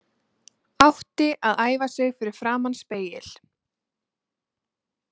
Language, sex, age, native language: Icelandic, female, 20-29, Icelandic